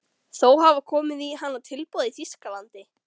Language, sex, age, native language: Icelandic, female, 13, Icelandic